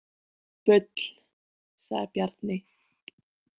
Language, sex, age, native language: Icelandic, female, 18-19, Icelandic